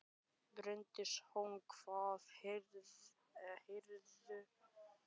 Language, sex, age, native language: Icelandic, male, 12, Icelandic